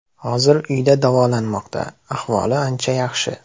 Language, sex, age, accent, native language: Uzbek, male, 18-24, Andijon, Uzbek